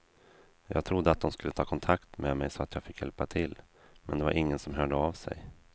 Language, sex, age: Swedish, male, 32